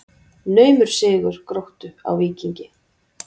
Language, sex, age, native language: Icelandic, female, 40-49, Icelandic